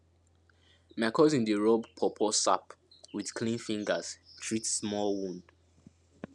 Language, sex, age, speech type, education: Nigerian Pidgin, male, 15-29, spontaneous, secondary